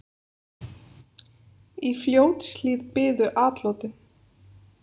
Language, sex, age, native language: Icelandic, female, 30-39, Icelandic